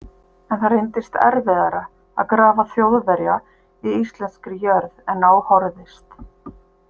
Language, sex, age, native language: Icelandic, female, 50-59, Icelandic